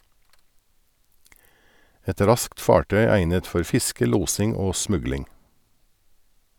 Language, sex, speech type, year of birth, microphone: Norwegian, male, read, 1961, Sennheiser